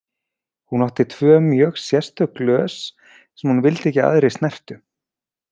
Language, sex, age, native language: Icelandic, male, 40-49, Icelandic